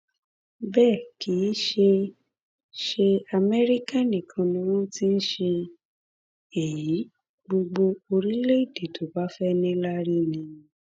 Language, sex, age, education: Yoruba, female, 15-29, tertiary